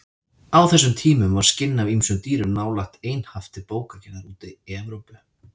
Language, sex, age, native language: Icelandic, male, 30-39, Icelandic